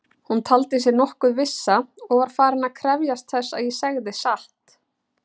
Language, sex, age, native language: Icelandic, female, 30-39, Icelandic